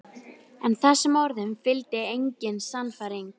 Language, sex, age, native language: Icelandic, female, 12, Icelandic